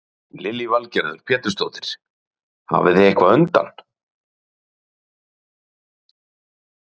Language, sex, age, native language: Icelandic, male, 40-49, Icelandic